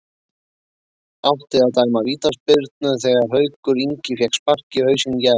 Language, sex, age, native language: Icelandic, male, 20-29, Icelandic